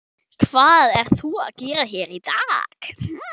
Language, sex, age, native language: Icelandic, male, 12, German